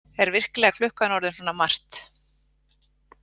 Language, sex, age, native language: Icelandic, female, 40-49, Icelandic